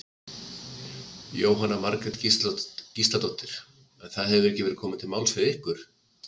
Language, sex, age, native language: Icelandic, male, 50-59, Icelandic